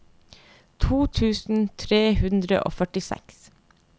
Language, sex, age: Norwegian, female, 30